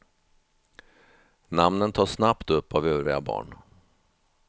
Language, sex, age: Swedish, male, 50